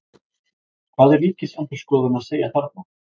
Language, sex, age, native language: Icelandic, male, 20-29, Icelandic